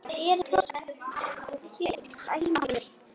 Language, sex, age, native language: Icelandic, female, 9, Icelandic